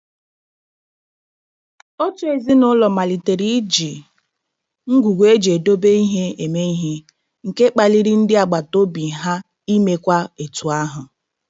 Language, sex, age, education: Igbo, female, 30-45, tertiary